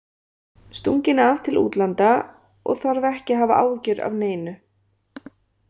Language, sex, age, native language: Icelandic, female, 30-39, Icelandic